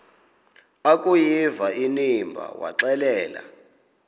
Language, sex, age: Xhosa, male, 26